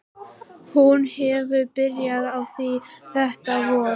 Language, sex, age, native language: Icelandic, female, 13, Icelandic